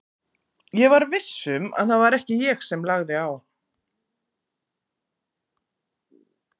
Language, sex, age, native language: Icelandic, female, 40-49, Icelandic